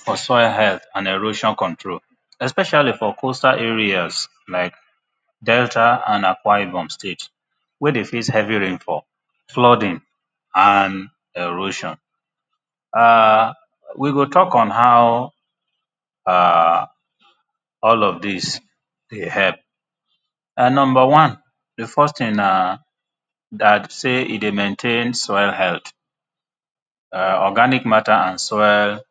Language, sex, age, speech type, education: Nigerian Pidgin, male, 30-45, spontaneous, tertiary